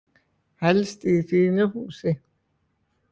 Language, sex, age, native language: Icelandic, male, 20-29, Icelandic